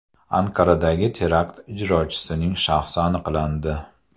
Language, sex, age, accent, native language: Uzbek, male, 35+, Andijon, Uzbek